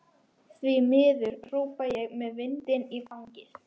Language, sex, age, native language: Icelandic, female, 12, Icelandic